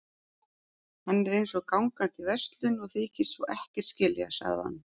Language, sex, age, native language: Icelandic, female, 40-49, Icelandic